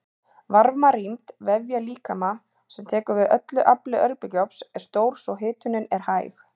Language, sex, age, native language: Icelandic, female, 30-39, Icelandic